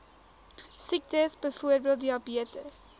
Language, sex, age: Afrikaans, female, 19